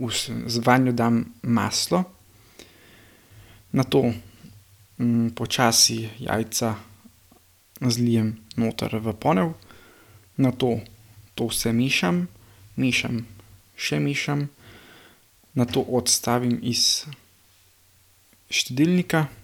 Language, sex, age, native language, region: Slovenian, male, 18-29, Slovenian, Gorenjska region